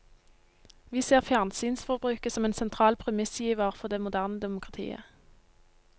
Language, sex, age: Norwegian, female, 19